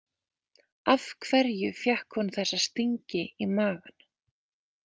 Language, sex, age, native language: Icelandic, female, 20-29, Icelandic